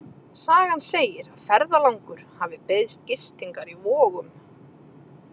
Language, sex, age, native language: Icelandic, female, 30-39, Icelandic